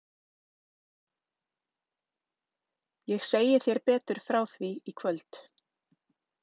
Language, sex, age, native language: Icelandic, female, 30-39, Icelandic